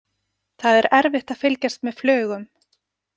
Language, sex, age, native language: Icelandic, female, 40-49, Icelandic